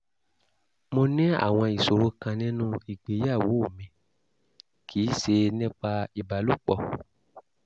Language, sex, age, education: Yoruba, male, 30-45, tertiary